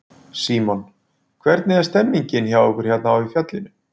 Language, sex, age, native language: Icelandic, male, 40-49, Icelandic